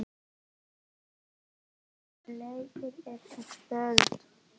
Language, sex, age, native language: Icelandic, male, 11, Icelandic